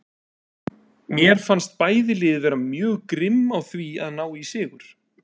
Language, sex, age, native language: Icelandic, male, 30-39, Icelandic